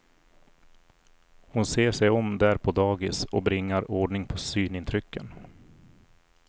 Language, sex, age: Swedish, male, 40